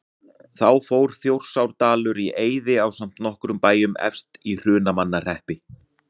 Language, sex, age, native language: Icelandic, male, 40-49, Icelandic